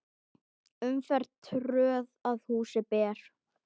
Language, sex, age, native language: Icelandic, male, 10, Icelandic